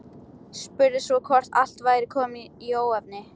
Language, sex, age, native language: Icelandic, female, 13, Icelandic